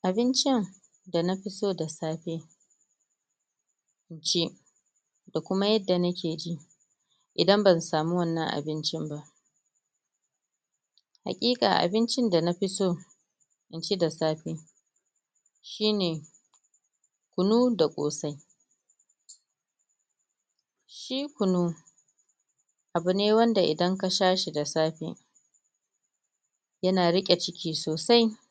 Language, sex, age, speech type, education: Hausa, female, 30-45, spontaneous, tertiary